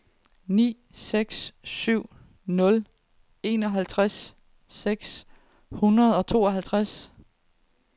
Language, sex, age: Danish, female, 30